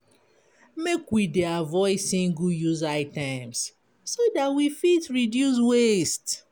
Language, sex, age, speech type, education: Nigerian Pidgin, female, 30-45, spontaneous, tertiary